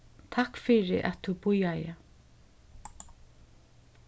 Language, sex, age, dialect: Faroese, female, 36-60, Suðurstreymoy